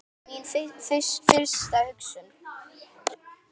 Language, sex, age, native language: Icelandic, female, 10, Icelandic